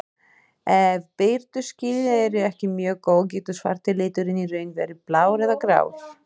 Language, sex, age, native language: Icelandic, female, 30-39, Icelandic